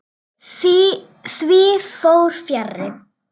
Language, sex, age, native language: Icelandic, female, 9, Icelandic